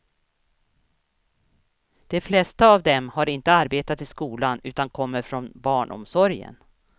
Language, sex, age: Swedish, female, 61